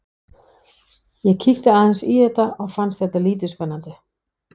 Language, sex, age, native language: Icelandic, female, 60-69, Danish